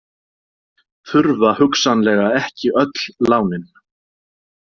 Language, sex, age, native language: Icelandic, male, 40-49, Icelandic